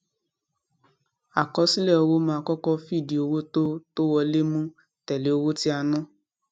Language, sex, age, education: Yoruba, female, 15-29, tertiary